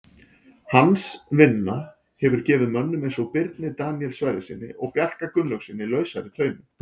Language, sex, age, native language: Icelandic, male, 40-49, Icelandic